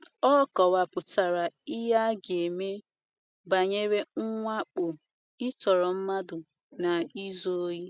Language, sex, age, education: Igbo, female, 15-29, tertiary